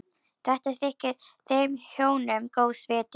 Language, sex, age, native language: Icelandic, female, 11, Icelandic